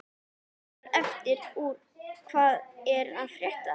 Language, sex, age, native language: Icelandic, female, 11, Icelandic